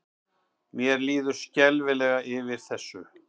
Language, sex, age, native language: Icelandic, male, 50-59, Icelandic